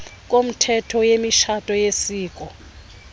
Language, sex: Xhosa, female